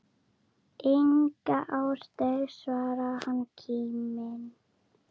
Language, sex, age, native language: Icelandic, female, 7, Icelandic